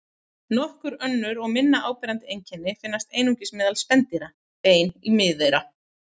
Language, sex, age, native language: Icelandic, female, 30-39, Icelandic